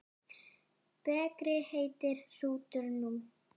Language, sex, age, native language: Icelandic, female, 7, Icelandic